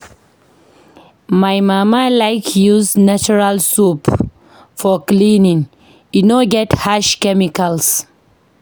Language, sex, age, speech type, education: Nigerian Pidgin, female, 15-29, read, tertiary